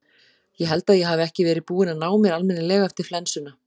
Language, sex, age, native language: Icelandic, female, 40-49, Icelandic